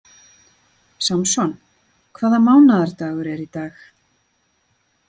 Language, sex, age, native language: Icelandic, female, 40-49, Icelandic